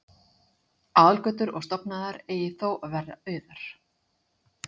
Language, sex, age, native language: Icelandic, female, 50-59, Icelandic